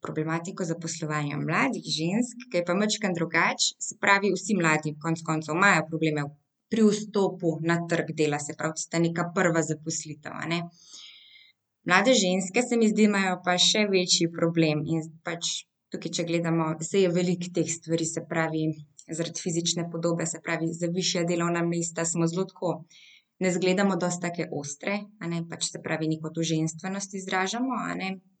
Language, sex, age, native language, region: Slovenian, female, 18-29, Slovenian, Central Slovenia